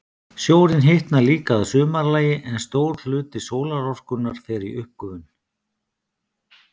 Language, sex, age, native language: Icelandic, male, 50-59, Icelandic